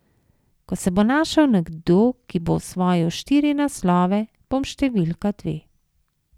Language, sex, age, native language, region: Slovenian, female, 50-59, Slovenian, Savinja region